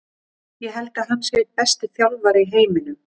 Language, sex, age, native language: Icelandic, female, 40-49, Icelandic